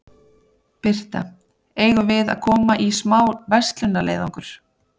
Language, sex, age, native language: Icelandic, female, 30-39, Icelandic